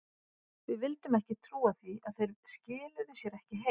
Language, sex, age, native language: Icelandic, female, 40-49, Icelandic